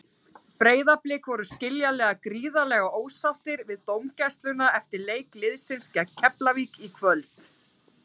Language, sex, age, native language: Icelandic, female, 30-39, Icelandic